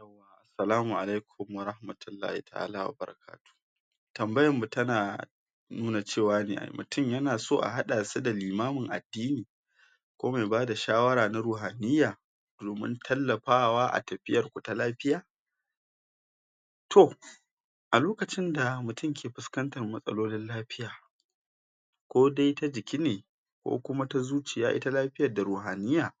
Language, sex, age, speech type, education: Hausa, male, 46-60, spontaneous, tertiary